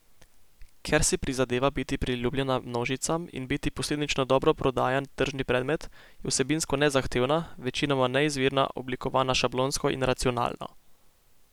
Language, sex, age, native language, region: Slovenian, male, 18-29, Slovenian, Posavska region